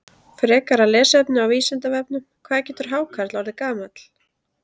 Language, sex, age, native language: Icelandic, female, 30-39, Icelandic